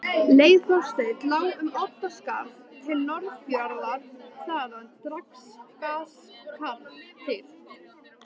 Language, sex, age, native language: Icelandic, female, 13, Icelandic